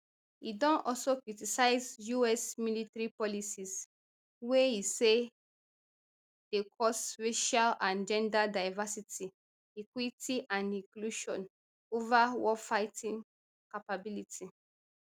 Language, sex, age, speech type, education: Nigerian Pidgin, female, 30-45, spontaneous, tertiary